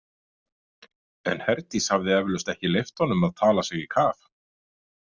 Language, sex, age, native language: Icelandic, male, 50-59, Icelandic